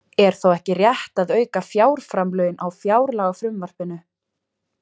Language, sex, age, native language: Icelandic, female, 20-29, Icelandic